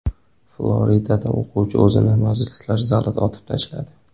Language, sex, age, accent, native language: Uzbek, male, 19-29, Toshkent viloyati, Uzbek